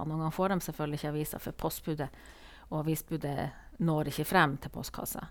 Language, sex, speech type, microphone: Norwegian, female, spontaneous, Sennheiser